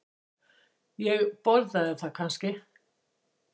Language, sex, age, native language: Icelandic, female, 60-69, Icelandic